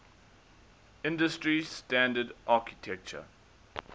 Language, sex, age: English, male, 19